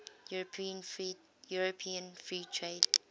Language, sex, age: English, female, 21